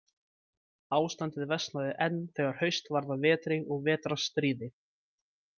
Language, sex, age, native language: Icelandic, male, 20-29, Icelandic